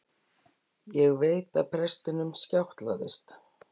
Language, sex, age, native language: Icelandic, female, 60-69, Icelandic